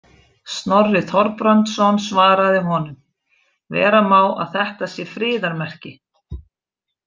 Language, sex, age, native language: Icelandic, female, 40-49, Icelandic